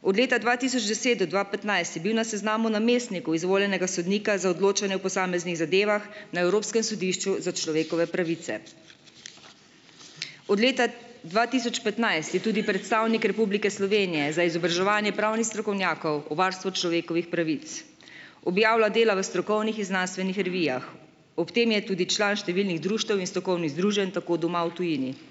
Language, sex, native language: Slovenian, female, Slovenian